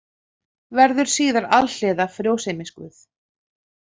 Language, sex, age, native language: Icelandic, female, 40-49, Icelandic